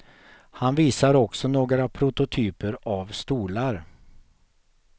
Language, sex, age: Swedish, male, 48